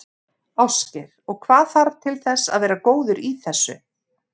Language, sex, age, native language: Icelandic, female, 50-59, Icelandic